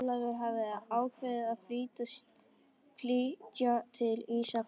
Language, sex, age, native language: Icelandic, female, 13, Icelandic